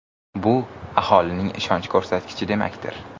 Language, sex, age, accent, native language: Uzbek, male, 18-24, Samarqand, Uzbek